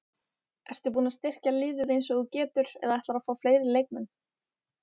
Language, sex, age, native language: Icelandic, female, 18-19, Icelandic